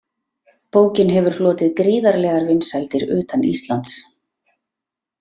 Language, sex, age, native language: Icelandic, female, 30-39, Icelandic